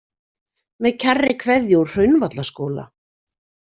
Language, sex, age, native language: Icelandic, female, 40-49, Icelandic